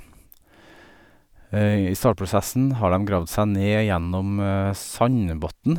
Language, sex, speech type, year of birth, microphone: Norwegian, male, spontaneous, 1979, Sennheiser